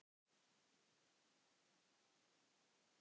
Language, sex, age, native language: Icelandic, male, 10, Icelandic